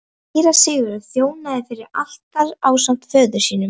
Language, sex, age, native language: Icelandic, female, 11, Icelandic